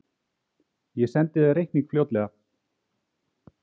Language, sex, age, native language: Icelandic, male, 30-39, Icelandic